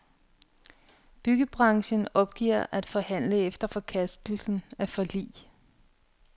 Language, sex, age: Danish, female, 42